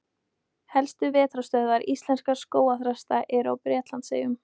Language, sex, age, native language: Icelandic, female, 18-19, Icelandic